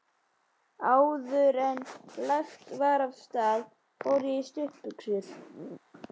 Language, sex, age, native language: Icelandic, male, 11, Icelandic